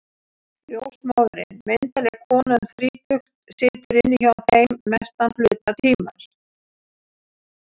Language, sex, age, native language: Icelandic, female, 60-69, Icelandic